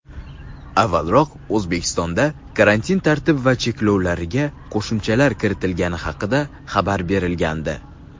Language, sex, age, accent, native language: Uzbek, male, under 19, Sirdaryo, Uzbek